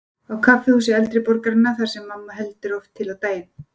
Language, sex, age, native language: Icelandic, female, 40-49, Icelandic